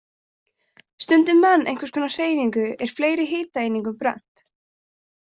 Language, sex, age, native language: Icelandic, female, 20-29, Icelandic